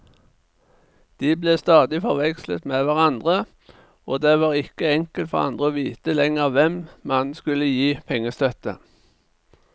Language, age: Norwegian, 49